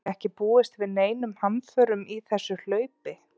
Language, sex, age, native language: Icelandic, female, 30-39, Icelandic